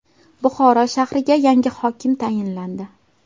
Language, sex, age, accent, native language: Uzbek, female, 18-24, Toshkent viloyati, Uzbek